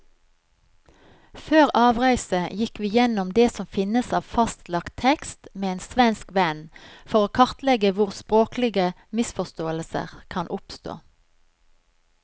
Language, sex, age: Norwegian, female, 43